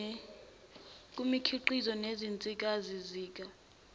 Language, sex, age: Zulu, female, 21